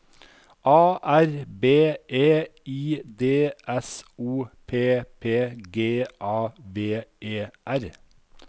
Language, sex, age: Norwegian, male, 51